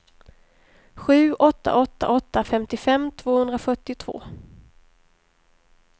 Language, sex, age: Swedish, female, 23